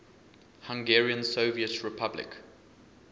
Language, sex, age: English, male, 20